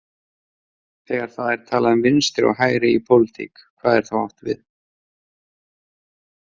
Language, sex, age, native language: Icelandic, male, 30-39, Icelandic